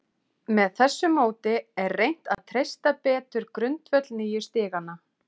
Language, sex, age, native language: Icelandic, female, 30-39, Icelandic